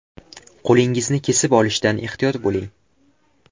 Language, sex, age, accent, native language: Uzbek, male, 12-17, Qashqadaryo, Uzbek